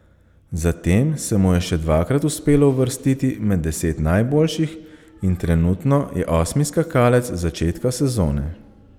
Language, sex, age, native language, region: Slovenian, male, 30-49, Slovenian, Savinja region